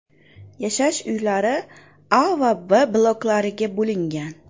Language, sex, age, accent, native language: Uzbek, female, 25-34, Farg'ona, Uzbek